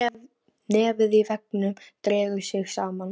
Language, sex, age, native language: Icelandic, female, 13, Icelandic